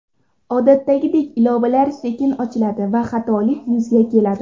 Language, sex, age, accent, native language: Uzbek, female, 18-24, Surxondaryo, Uzbek